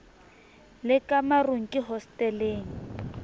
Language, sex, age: Southern Sotho, female, 22